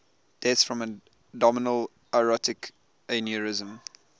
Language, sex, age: English, male, 20